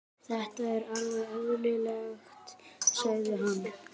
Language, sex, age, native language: Icelandic, male, 18-19, Icelandic